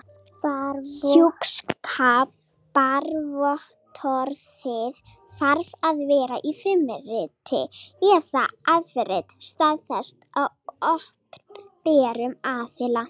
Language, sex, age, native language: Icelandic, female, 40-49, Icelandic